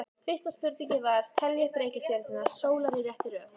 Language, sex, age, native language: Icelandic, female, 14, Icelandic